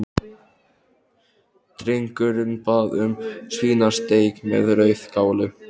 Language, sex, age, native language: Icelandic, male, 12, Icelandic